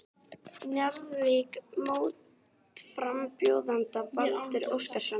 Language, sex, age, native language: Icelandic, female, 18-19, Icelandic